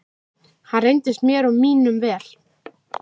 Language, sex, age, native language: Icelandic, female, 13, Icelandic